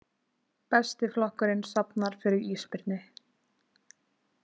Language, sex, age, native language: Icelandic, female, 20-29, Icelandic